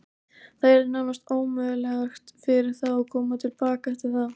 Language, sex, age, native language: Icelandic, female, 18-19, Icelandic